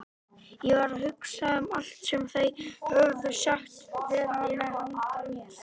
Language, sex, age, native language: Icelandic, male, 18-19, Icelandic